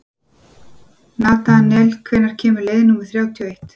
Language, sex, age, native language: Icelandic, female, 40-49, Icelandic